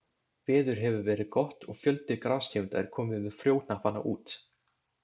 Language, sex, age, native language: Icelandic, male, 20-29, Icelandic